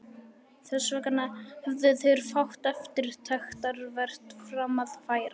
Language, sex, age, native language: Icelandic, male, 11, Icelandic